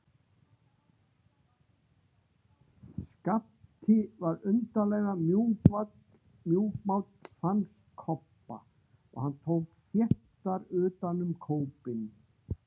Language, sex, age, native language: Icelandic, female, 60-69, Icelandic